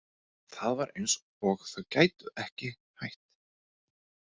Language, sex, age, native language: Icelandic, male, 30-39, Icelandic